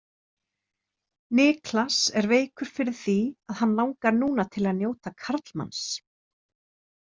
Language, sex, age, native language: Icelandic, female, 30-39, Icelandic